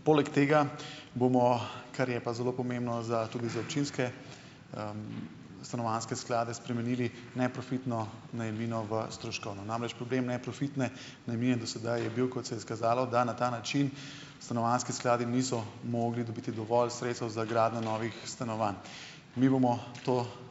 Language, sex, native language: Slovenian, male, Slovenian